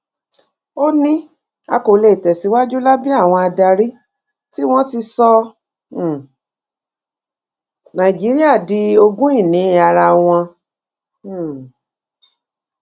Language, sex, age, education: Yoruba, female, 46-60, tertiary